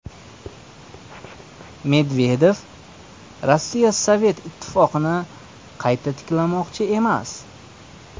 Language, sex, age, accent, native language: Uzbek, male, 25-34, Surxondaryo, Uzbek